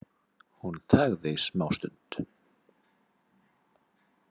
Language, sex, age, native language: Icelandic, male, 50-59, Icelandic